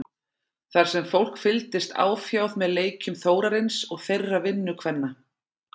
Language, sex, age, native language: Icelandic, female, 40-49, Icelandic